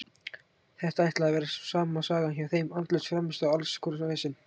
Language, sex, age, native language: Icelandic, male, 18-19, Icelandic